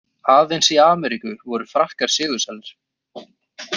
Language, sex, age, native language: Icelandic, male, 20-29, Icelandic